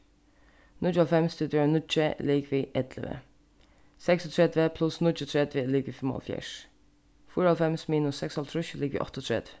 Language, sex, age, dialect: Faroese, female, 15-35, Suðurstreymoy